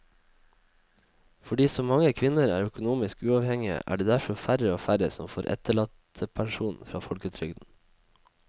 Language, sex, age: Norwegian, male, 21